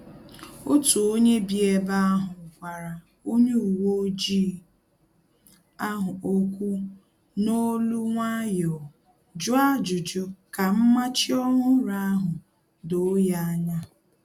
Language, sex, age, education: Igbo, female, 30-45, tertiary